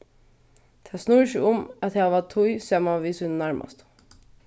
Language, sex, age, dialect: Faroese, female, 15-35, Vágar